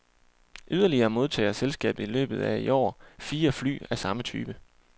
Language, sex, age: Danish, male, 28